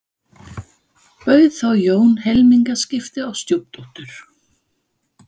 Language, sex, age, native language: Icelandic, female, 50-59, Danish